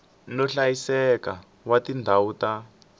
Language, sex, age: Tsonga, male, 18